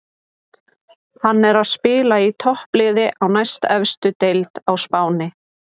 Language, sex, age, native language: Icelandic, female, 30-39, Icelandic